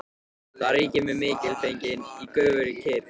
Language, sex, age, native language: Icelandic, male, 13, Icelandic